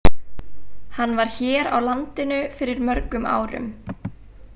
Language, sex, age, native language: Icelandic, female, 20-29, Icelandic